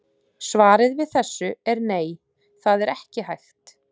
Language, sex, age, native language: Icelandic, female, 30-39, Icelandic